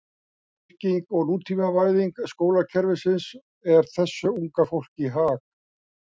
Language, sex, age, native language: Icelandic, male, 60-69, Icelandic